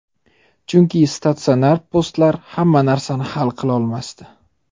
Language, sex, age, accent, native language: Uzbek, male, 25-34, Toshkent shahri, Uzbek